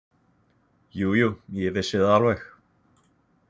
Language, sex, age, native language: Icelandic, male, 20-29, Icelandic